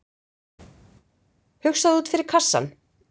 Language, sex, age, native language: Icelandic, female, 50-59, Icelandic